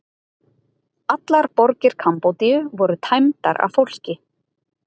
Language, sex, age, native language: Icelandic, female, 30-39, Icelandic